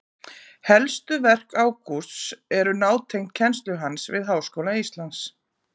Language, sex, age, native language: Icelandic, female, 40-49, Icelandic